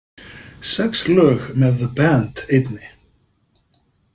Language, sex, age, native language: Icelandic, male, 50-59, Icelandic